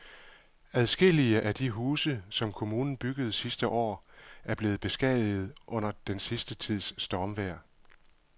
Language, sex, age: Danish, male, 51